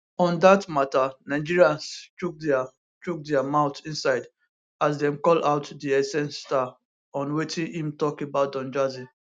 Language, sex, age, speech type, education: Nigerian Pidgin, male, 15-29, spontaneous, tertiary